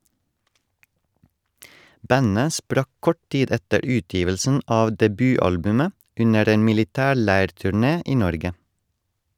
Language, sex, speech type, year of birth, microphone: Norwegian, male, read, 1984, Shure